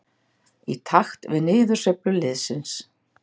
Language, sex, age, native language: Icelandic, female, 60-69, Icelandic